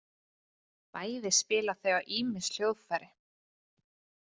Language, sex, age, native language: Icelandic, female, 20-29, Icelandic